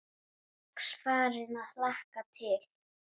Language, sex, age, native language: Icelandic, female, 10, Icelandic